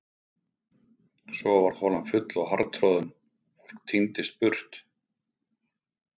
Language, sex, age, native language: Icelandic, male, 50-59, Icelandic